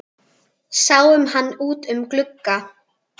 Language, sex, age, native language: Icelandic, female, 10, Icelandic